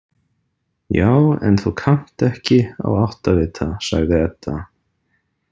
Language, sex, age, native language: Icelandic, male, 30-39, Icelandic